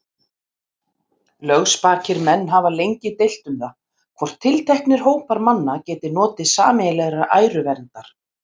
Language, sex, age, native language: Icelandic, female, 50-59, Icelandic